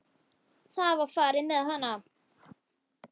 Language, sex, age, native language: Icelandic, female, 10, Icelandic